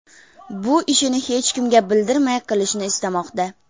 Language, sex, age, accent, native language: Uzbek, female, 19-29, Farg'ona, Uzbek